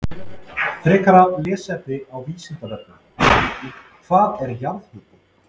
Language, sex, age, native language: Icelandic, male, 30-39, Icelandic